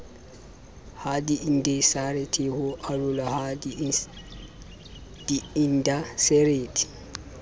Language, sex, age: Southern Sotho, male, 24